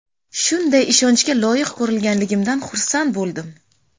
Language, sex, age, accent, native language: Uzbek, female, 25-34, Samarqand, Uzbek